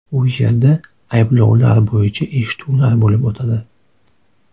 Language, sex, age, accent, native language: Uzbek, male, 18-24, Toshkent shahri, Uzbek